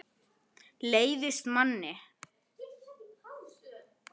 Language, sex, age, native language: Icelandic, female, 10, Icelandic